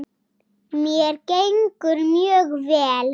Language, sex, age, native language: Icelandic, female, 7, Icelandic